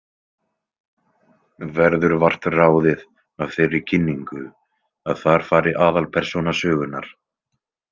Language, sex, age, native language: Icelandic, male, 20-29, Icelandic